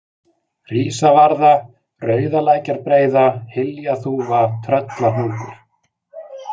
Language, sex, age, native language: Icelandic, male, 40-49, Icelandic